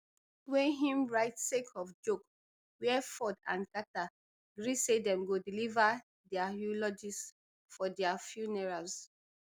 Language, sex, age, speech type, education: Nigerian Pidgin, female, 30-45, spontaneous, tertiary